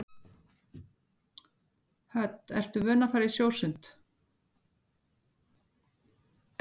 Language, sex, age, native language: Icelandic, female, 60-69, Icelandic